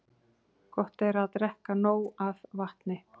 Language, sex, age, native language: Icelandic, female, 40-49, Icelandic